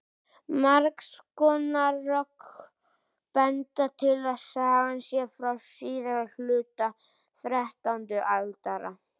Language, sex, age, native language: Icelandic, male, 18-19, Icelandic